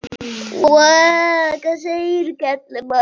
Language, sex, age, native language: Icelandic, other, 12, Icelandic